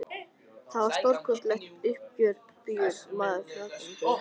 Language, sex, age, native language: Icelandic, male, 13, Icelandic